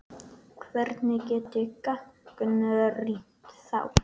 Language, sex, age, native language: Icelandic, male, 8, Icelandic